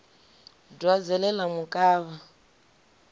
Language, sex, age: Venda, female, 25